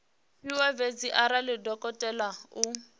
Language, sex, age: Venda, female, 28